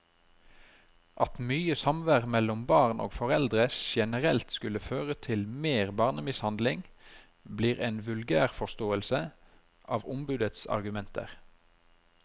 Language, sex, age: Norwegian, male, 33